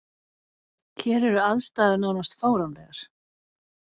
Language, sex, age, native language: Icelandic, female, 40-49, Icelandic